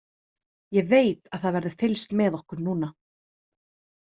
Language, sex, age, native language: Icelandic, female, 30-39, Icelandic